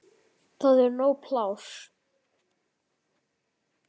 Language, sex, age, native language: Icelandic, male, 9, Icelandic